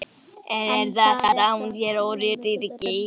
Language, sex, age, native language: Icelandic, female, 11, Icelandic